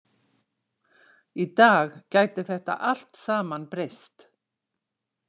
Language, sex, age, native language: Icelandic, female, 60-69, Icelandic